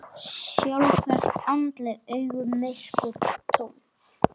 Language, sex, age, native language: Icelandic, female, 10, Icelandic